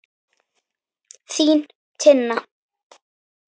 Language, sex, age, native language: Icelandic, female, 9, Icelandic